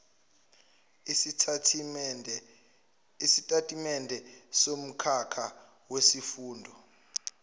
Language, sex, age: Zulu, male, 24